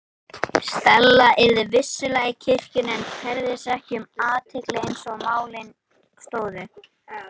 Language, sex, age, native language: Icelandic, male, 18-19, Icelandic